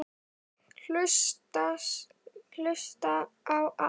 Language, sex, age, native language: Icelandic, male, 9, Icelandic